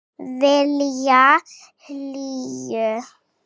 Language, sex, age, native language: Icelandic, female, 7, Icelandic